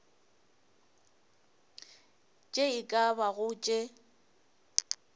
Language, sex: Northern Sotho, female